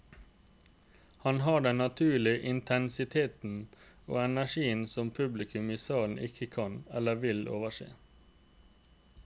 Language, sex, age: Norwegian, male, 29